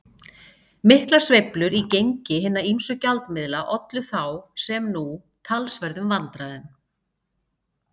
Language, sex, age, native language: Icelandic, female, 50-59, Icelandic